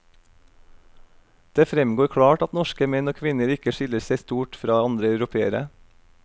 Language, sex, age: Norwegian, male, 32